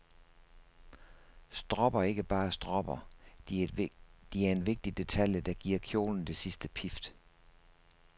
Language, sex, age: Danish, male, 56